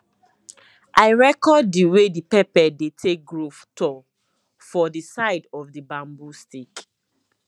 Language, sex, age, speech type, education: Nigerian Pidgin, female, 15-29, spontaneous, tertiary